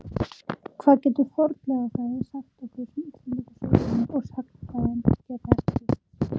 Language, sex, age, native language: Icelandic, female, 18-19, Icelandic